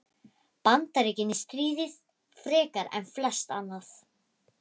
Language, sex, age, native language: Icelandic, female, 11, Icelandic